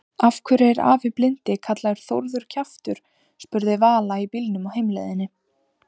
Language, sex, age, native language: Icelandic, female, 18-19, Icelandic